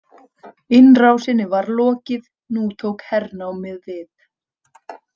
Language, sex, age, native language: Icelandic, female, 30-39, Icelandic